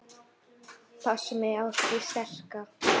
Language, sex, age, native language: Icelandic, female, 8, Icelandic